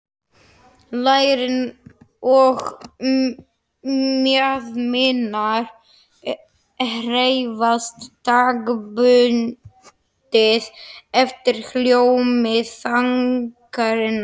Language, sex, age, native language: Icelandic, male, 11, Slovak